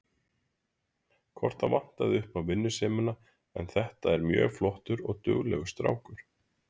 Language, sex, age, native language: Icelandic, male, 30-39, Icelandic